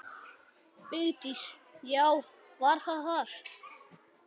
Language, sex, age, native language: Icelandic, male, 9, Icelandic